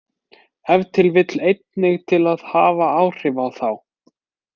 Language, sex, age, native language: Icelandic, male, 20-29, Icelandic